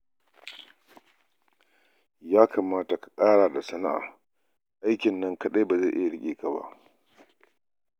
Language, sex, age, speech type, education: Hausa, male, 46-60, read, tertiary